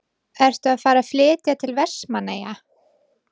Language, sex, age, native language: Icelandic, female, 20-29, Icelandic